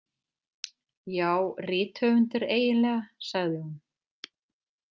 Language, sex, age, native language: Icelandic, female, 30-39, Icelandic